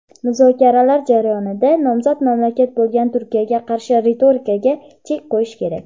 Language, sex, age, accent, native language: Uzbek, female, under 19, Farg'ona, Uzbek